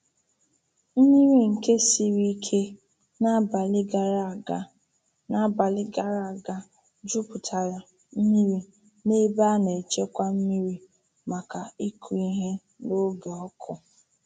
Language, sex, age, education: Igbo, female, 15-29, tertiary